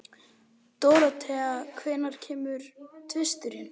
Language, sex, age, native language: Icelandic, male, 11, Icelandic